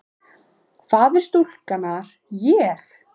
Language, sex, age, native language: Icelandic, female, 15, Icelandic